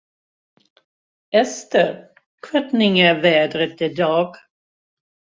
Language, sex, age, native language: Icelandic, female, 60-69, Swedish